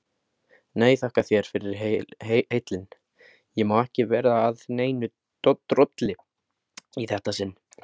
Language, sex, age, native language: Icelandic, male, 18-19, Icelandic